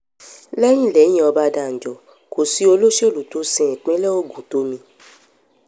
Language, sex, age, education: Yoruba, female, 15-29, tertiary